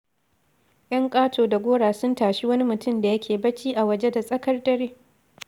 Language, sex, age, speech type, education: Hausa, female, 15-29, read, secondary